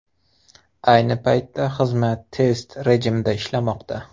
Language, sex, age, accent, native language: Uzbek, male, 25-34, Xorazm, Uzbek